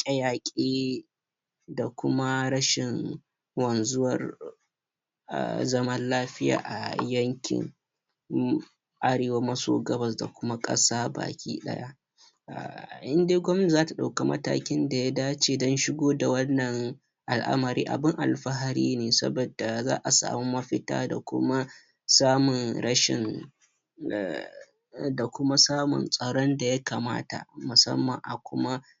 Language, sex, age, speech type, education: Hausa, male, 15-29, spontaneous, primary